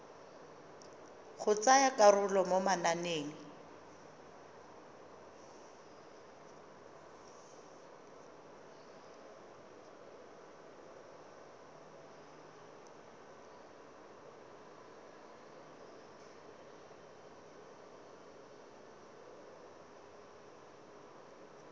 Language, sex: Tswana, female